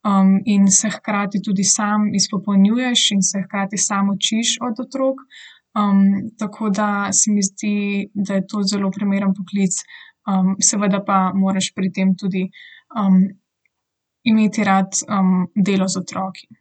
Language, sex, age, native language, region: Slovenian, female, 18-29, Slovenian, Southeast Slovenia